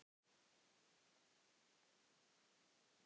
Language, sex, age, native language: Icelandic, male, 11, Icelandic